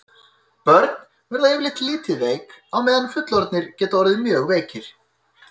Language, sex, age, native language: Icelandic, male, 30-39, Icelandic